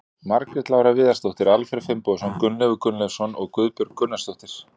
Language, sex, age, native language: Icelandic, male, 40-49, Icelandic